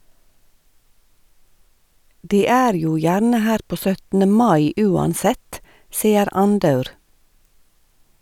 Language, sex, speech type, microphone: Norwegian, female, read, Sennheiser